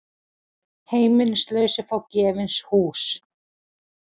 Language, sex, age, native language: Icelandic, female, 40-49, Icelandic